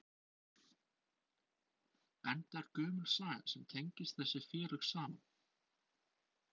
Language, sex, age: Icelandic, male, 20-29